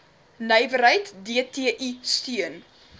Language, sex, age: Afrikaans, female, 21